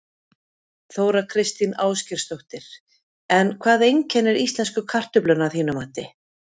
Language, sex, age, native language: Icelandic, female, 50-59, Icelandic